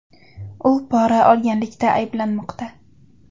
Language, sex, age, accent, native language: Uzbek, female, under 19, Toshkent viloyati, Uzbek